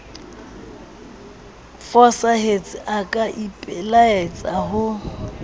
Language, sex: Southern Sotho, female